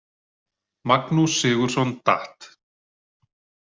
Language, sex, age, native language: Icelandic, male, 40-49, Icelandic